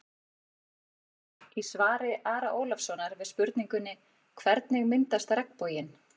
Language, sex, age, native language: Icelandic, female, 40-49, Icelandic